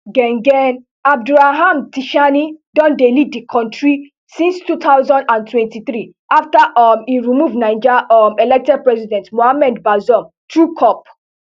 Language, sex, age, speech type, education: Nigerian Pidgin, female, 15-29, spontaneous, tertiary